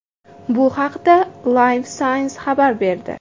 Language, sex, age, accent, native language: Uzbek, female, 18-24, Andijon, Uzbek